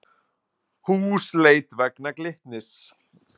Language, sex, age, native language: Icelandic, male, 20-29, Icelandic